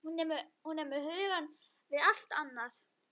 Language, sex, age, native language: Icelandic, female, 11, Icelandic